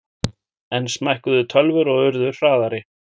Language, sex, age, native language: Icelandic, male, 40-49, Icelandic